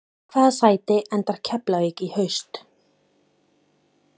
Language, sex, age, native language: Icelandic, female, 30-39, Icelandic